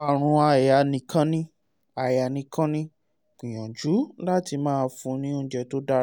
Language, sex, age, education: Yoruba, male, 30-45, tertiary